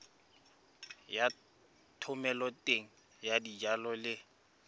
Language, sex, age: Tswana, male, 24